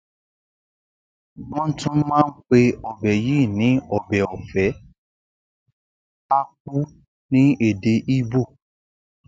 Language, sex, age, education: Yoruba, male, 60+, secondary